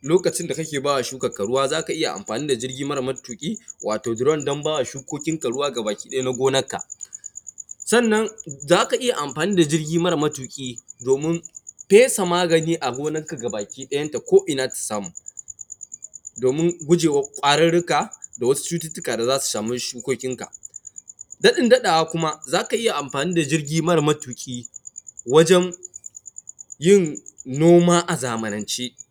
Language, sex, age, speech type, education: Hausa, male, 15-29, spontaneous, primary